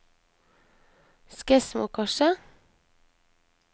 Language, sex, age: Norwegian, female, 23